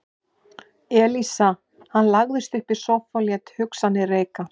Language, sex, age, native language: Icelandic, male, 11, Icelandic